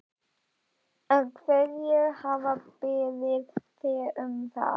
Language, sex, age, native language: Icelandic, female, 12, Icelandic